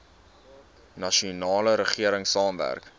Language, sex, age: Afrikaans, male, 19